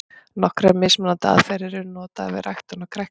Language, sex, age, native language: Icelandic, female, 40-49, Icelandic